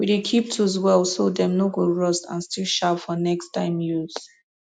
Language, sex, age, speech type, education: Nigerian Pidgin, female, 15-29, spontaneous, tertiary